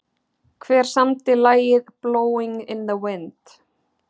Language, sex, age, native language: Icelandic, female, 30-39, Icelandic